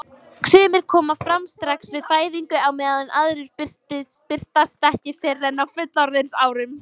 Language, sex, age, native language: Icelandic, female, 18-19, Icelandic